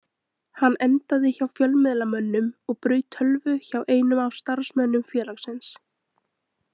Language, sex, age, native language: Icelandic, female, 20-29, Icelandic